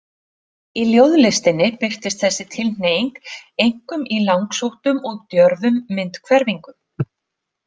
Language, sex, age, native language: Icelandic, female, 40-49, Icelandic